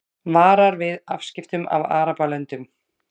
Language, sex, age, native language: Icelandic, female, 30-39, Icelandic